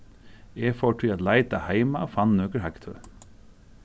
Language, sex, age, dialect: Faroese, male, 36-60, Suðurstreymoy